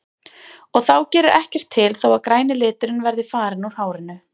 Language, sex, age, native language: Icelandic, female, 30-39, Icelandic